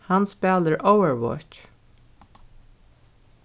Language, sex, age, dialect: Faroese, female, 36-60, Norðurstreymoy/Eysturoy